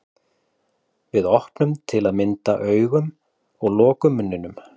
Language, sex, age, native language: Icelandic, male, 40-49, Icelandic